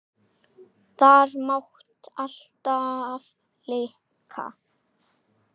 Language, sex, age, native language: Icelandic, male, 8, Icelandic